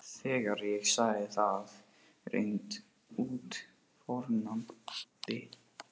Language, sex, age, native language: Icelandic, male, 18-19, Portuguese